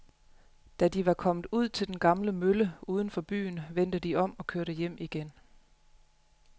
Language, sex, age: Danish, female, 35